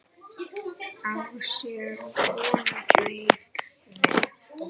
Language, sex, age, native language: Icelandic, male, 9, Icelandic